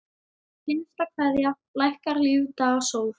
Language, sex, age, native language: Icelandic, male, 10, Icelandic